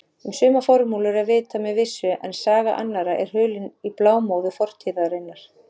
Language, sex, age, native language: Icelandic, female, 40-49, Icelandic